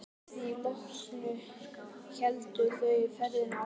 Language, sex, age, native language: Icelandic, male, 12, Icelandic